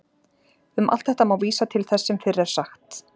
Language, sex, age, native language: Icelandic, female, 40-49, Icelandic